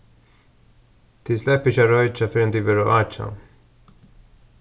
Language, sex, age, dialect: Faroese, male, 36-60, Suðurstreymoy